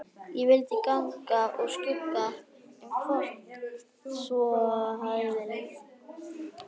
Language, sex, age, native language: Icelandic, female, 11, Icelandic